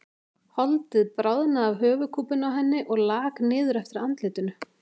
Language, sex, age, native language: Icelandic, female, 40-49, Icelandic